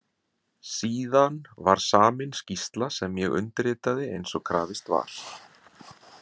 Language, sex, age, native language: Icelandic, male, 40-49, Icelandic